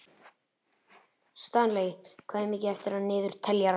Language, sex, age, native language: Icelandic, male, 11, Icelandic